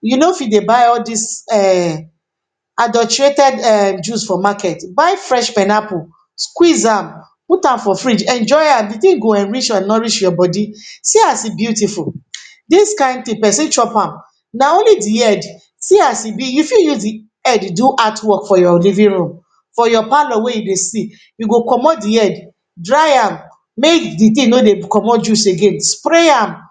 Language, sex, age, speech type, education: Nigerian Pidgin, female, 46-60, spontaneous, tertiary